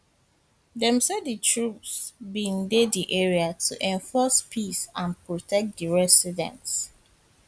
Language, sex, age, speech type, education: Nigerian Pidgin, female, 15-29, spontaneous, tertiary